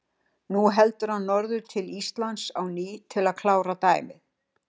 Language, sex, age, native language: Icelandic, female, 60-69, Icelandic